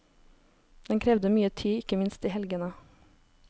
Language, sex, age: Norwegian, female, 23